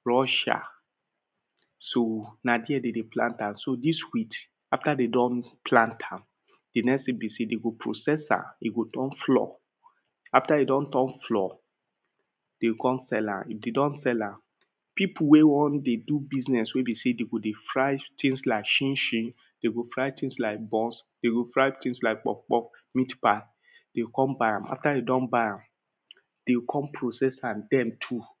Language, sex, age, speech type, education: Nigerian Pidgin, male, 30-45, spontaneous, tertiary